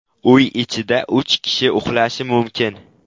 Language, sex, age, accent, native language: Uzbek, male, 12-17, Qashqadaryo, Uzbek